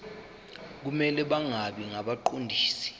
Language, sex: Zulu, male